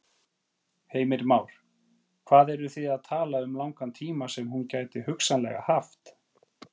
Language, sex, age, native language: Icelandic, male, 40-49, Icelandic